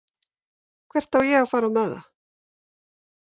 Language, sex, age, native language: Icelandic, female, 50-59, Icelandic